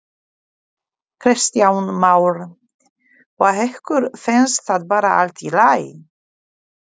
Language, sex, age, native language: Icelandic, female, 40-49, Polish